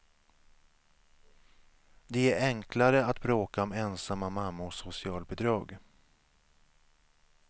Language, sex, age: Swedish, male, 37